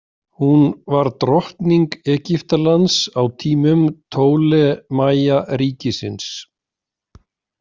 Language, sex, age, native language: Icelandic, male, 40-49, Icelandic